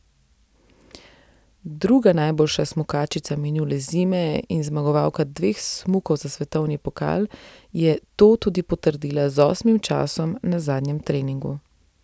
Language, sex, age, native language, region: Slovenian, female, 30-49, Slovenian, Central Slovenia